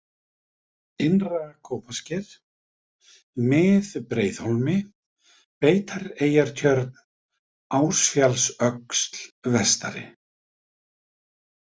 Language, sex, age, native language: Icelandic, male, 50-59, Icelandic